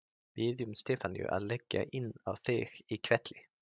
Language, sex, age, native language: Icelandic, male, 30-39, Icelandic